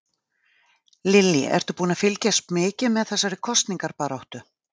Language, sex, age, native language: Icelandic, female, 40-49, Icelandic